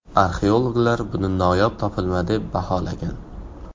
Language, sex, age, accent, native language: Uzbek, male, 18-24, Farg'ona, Uzbek